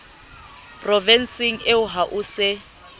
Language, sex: Southern Sotho, female